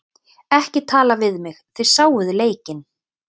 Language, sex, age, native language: Icelandic, female, 30-39, Icelandic